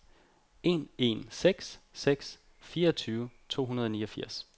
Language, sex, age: Danish, male, 29